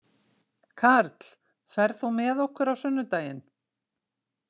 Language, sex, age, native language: Icelandic, female, 60-69, Icelandic